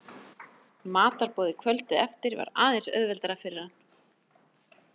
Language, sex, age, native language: Icelandic, female, 30-39, Icelandic